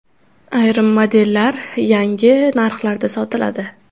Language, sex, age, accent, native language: Uzbek, female, under 19, Toshkent viloyati, Uzbek